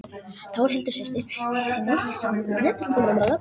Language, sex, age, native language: Icelandic, female, 18-19, Danish